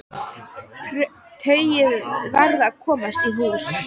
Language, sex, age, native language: Icelandic, female, 14, Icelandic